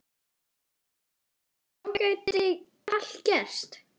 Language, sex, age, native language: Icelandic, female, 10, Icelandic